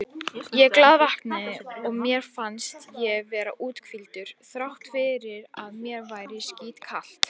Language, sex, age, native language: Icelandic, female, 18-19, Icelandic